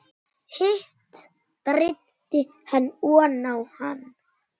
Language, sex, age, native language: Icelandic, male, 9, Icelandic